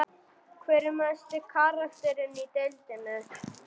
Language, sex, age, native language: Icelandic, male, 40-49, German